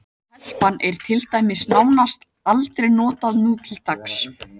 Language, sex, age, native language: Icelandic, male, 18-19, Icelandic